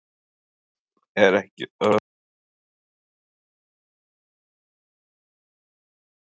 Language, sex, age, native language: Icelandic, male, 18-19, Icelandic